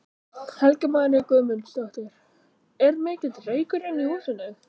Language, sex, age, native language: Icelandic, other, 15, Icelandic